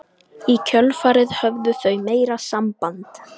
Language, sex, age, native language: Icelandic, female, 18-19, Icelandic